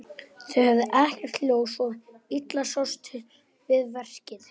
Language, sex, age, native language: Icelandic, male, 11, Icelandic